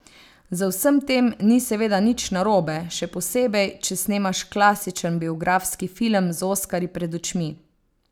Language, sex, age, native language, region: Slovenian, female, 30-49, Slovenian, Savinja region